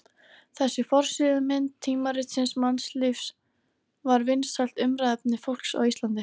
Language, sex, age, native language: Icelandic, female, 13, Icelandic